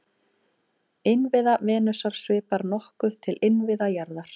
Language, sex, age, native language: Icelandic, female, 18-19, Icelandic